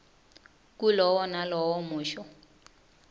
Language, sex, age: Swati, female, 19